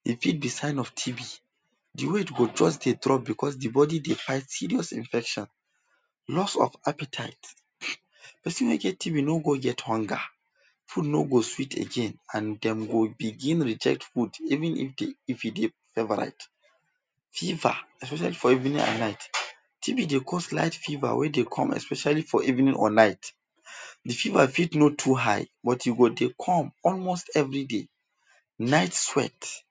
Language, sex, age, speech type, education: Nigerian Pidgin, male, 15-29, spontaneous, tertiary